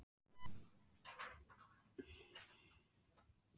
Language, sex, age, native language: Icelandic, female, 15, Icelandic